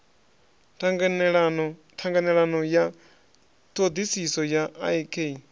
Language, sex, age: Venda, male, 26